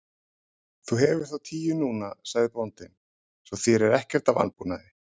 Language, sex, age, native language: Icelandic, male, 30-39, Icelandic